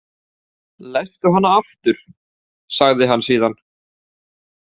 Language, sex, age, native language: Icelandic, male, 18-19, Icelandic